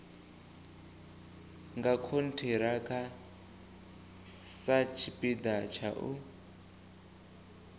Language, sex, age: Venda, male, 24